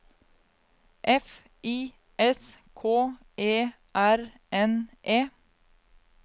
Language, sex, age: Norwegian, female, 22